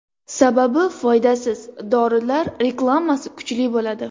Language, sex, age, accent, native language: Uzbek, female, 18-24, Andijon, Uzbek